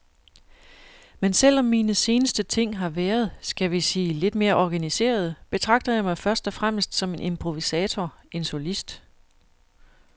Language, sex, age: Danish, female, 41